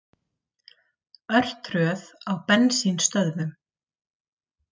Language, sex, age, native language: Icelandic, female, 30-39, Icelandic